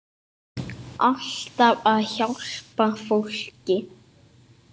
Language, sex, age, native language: Icelandic, male, 8, Icelandic